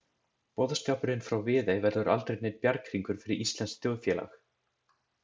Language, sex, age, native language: Icelandic, male, 20-29, Icelandic